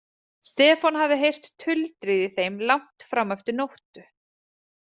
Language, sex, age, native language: Icelandic, female, 30-39, Icelandic